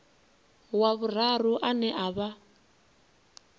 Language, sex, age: Venda, female, 19